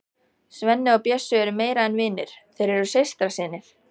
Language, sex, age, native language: Icelandic, female, 14, Icelandic